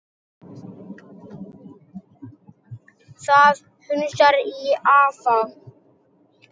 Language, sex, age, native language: Icelandic, male, 6, Icelandic